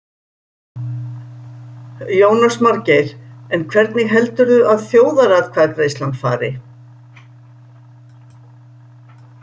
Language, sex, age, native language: Icelandic, female, 60-69, Icelandic